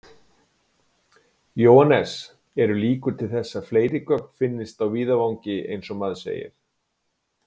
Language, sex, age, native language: Icelandic, male, 40-49, Icelandic